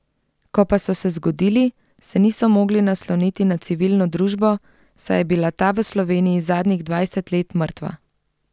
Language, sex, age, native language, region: Slovenian, female, 30-49, Slovenian, Central Slovenia